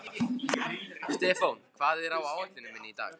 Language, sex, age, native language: Icelandic, male, 15, Icelandic